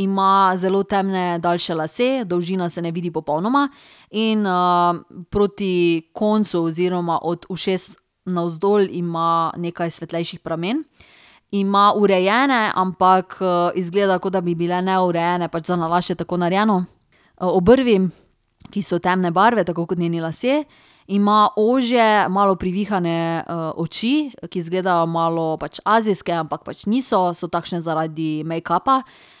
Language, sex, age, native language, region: Slovenian, female, 30-49, Slovenian, Drava region